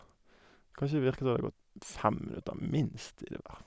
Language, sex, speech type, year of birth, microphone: Norwegian, male, spontaneous, 1988, Sennheiser